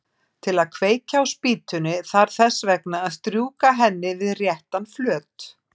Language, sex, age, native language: Icelandic, female, 50-59, Icelandic